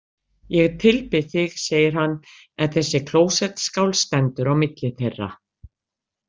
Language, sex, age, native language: Icelandic, female, 60-69, Icelandic